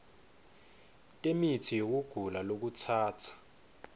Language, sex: Swati, male